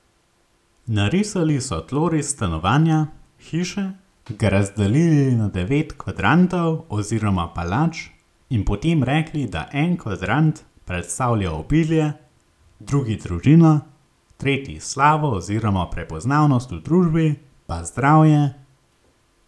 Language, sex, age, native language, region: Slovenian, male, 18-29, Slovenian, Gorenjska region